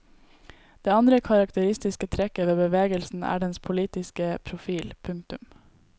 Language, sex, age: Norwegian, female, 18